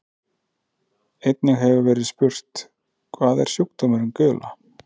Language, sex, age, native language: Icelandic, male, 30-39, Icelandic